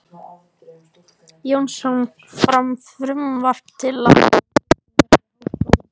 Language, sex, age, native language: Icelandic, male, 14, Icelandic